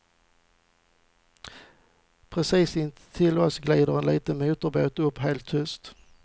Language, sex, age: Swedish, male, 40